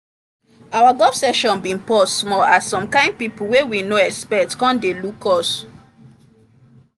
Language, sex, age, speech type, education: Nigerian Pidgin, female, 30-45, spontaneous, tertiary